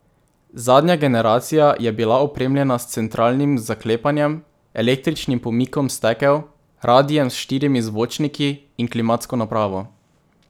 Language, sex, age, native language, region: Slovenian, male, 18-29, Slovenian, Drava region